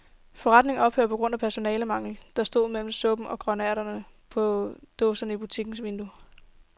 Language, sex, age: Danish, female, 18